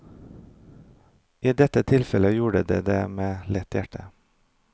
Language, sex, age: Norwegian, male, 32